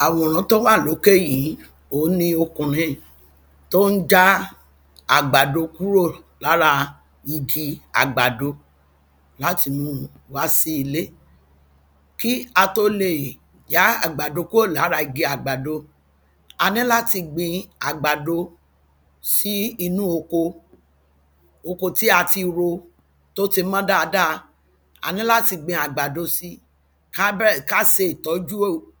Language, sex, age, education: Yoruba, female, 46-60, tertiary